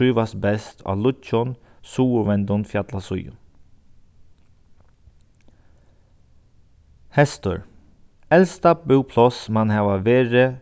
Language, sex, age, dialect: Faroese, male, 36-60, Sandoy